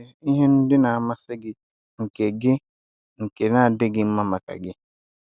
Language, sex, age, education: Igbo, male, 30-45, tertiary